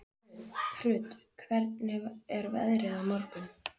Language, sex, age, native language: Icelandic, male, 11, Icelandic